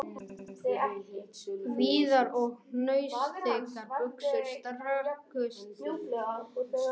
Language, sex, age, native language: Icelandic, male, 18-19, Icelandic